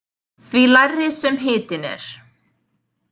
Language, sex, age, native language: Icelandic, female, 20-29, Icelandic